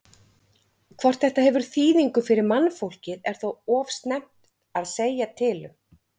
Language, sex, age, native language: Icelandic, female, 50-59, Icelandic